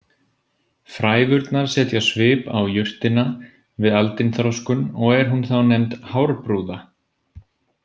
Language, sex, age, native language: Icelandic, male, 20-29, Icelandic